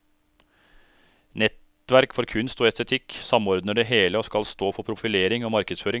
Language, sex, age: Norwegian, male, 36